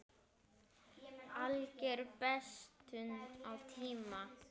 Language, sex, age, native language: Icelandic, male, 10, Icelandic